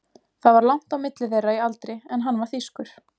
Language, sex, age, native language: Icelandic, female, 20-29, Icelandic